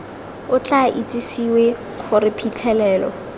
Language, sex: Tswana, female